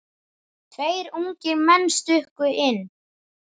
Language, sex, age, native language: Icelandic, male, 10, Icelandic